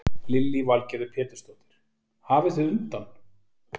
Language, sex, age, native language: Icelandic, male, 40-49, Icelandic